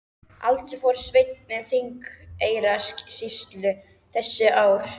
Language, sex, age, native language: Icelandic, female, 13, Icelandic